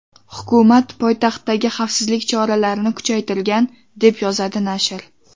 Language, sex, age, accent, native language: Uzbek, female, 12-17, Toshkent shahri, Uzbek